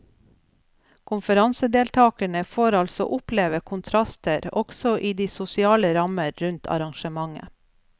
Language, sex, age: Norwegian, female, 47